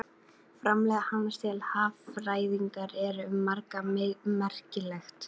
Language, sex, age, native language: Icelandic, female, 40-49, Icelandic